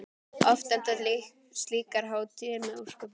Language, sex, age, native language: Icelandic, female, 12, Icelandic